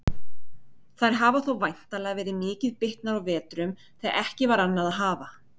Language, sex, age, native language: Icelandic, female, 30-39, Icelandic